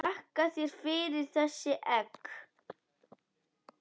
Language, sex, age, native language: Icelandic, female, 10, Icelandic